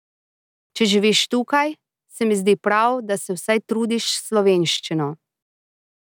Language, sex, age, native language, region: Slovenian, female, 30-49, Slovenian, Drava region